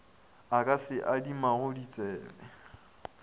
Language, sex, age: Northern Sotho, male, 20